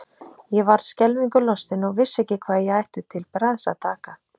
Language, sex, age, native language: Icelandic, female, 30-39, Icelandic